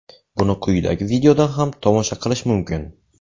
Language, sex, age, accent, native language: Uzbek, male, 18-24, Navoiy, Uzbek